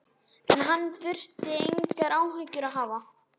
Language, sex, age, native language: Icelandic, male, 11, Icelandic